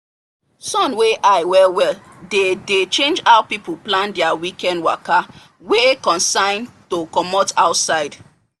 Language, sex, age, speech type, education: Nigerian Pidgin, female, 30-45, spontaneous, tertiary